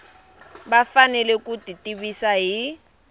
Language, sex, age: Tsonga, female, 23